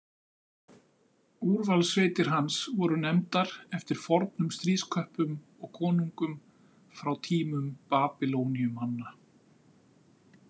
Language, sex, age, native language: Icelandic, male, 50-59, Icelandic